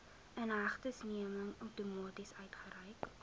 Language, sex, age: Afrikaans, female, 20